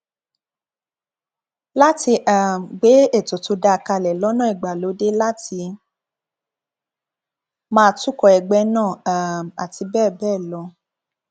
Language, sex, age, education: Yoruba, female, 15-29, tertiary